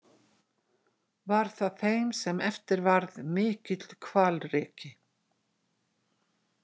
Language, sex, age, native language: Icelandic, female, 60-69, Icelandic